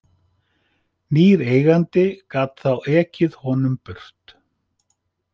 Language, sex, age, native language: Icelandic, male, 50-59, Icelandic